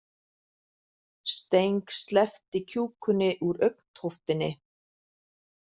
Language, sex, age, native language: Icelandic, female, 40-49, Icelandic